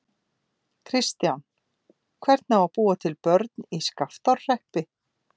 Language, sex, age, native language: Icelandic, female, 50-59, Icelandic